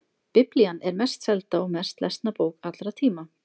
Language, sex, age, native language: Icelandic, female, 20-29, Icelandic